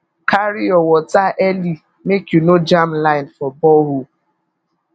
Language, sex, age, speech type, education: Nigerian Pidgin, female, 15-29, spontaneous, tertiary